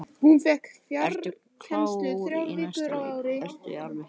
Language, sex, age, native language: Icelandic, female, 13, Icelandic